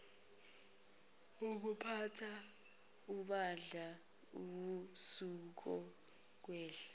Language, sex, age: Zulu, female, 21